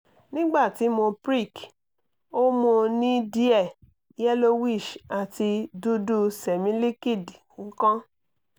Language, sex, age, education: Yoruba, female, 30-45, tertiary